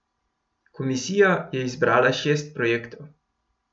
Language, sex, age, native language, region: Slovenian, male, 18-29, Slovenian, Gorenjska region